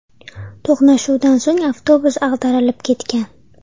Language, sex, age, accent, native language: Uzbek, female, 12-17, Andijon, Uzbek